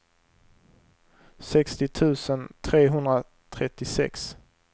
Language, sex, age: Swedish, male, 23